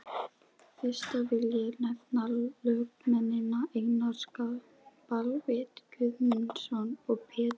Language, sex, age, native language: Icelandic, female, 12, Icelandic